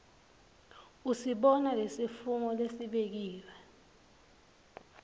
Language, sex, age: Swati, female, 21